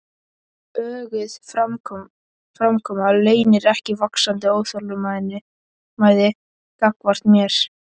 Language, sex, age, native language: Icelandic, male, 11, Icelandic